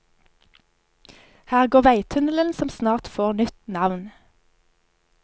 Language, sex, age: Norwegian, female, 25